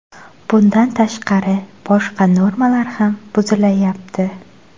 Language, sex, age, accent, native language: Uzbek, female, 18-24, Xorazm, Uzbek